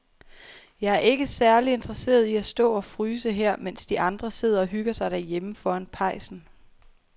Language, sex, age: Danish, female, 23